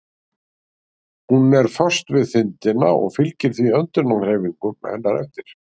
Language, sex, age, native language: Icelandic, male, 60-69, Icelandic